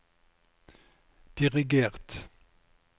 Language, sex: Norwegian, male